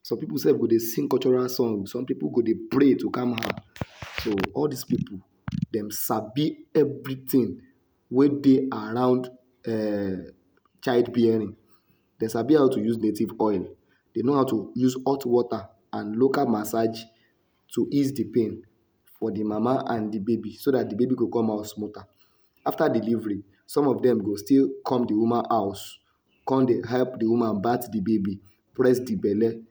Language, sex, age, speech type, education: Nigerian Pidgin, male, 60+, spontaneous, tertiary